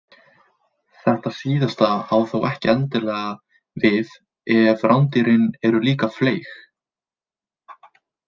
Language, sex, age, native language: Icelandic, male, 20-29, Icelandic